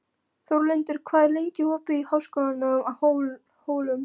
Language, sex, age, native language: Icelandic, female, 13, Polish